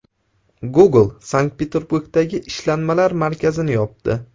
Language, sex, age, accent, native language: Uzbek, male, 18-24, Namangan, Uzbek